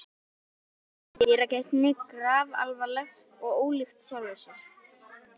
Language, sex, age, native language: Icelandic, male, 18-19, Icelandic